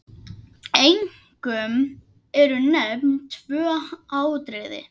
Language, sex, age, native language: Icelandic, male, 10, Icelandic